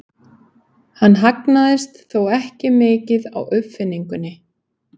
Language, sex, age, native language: Icelandic, female, 30-39, Icelandic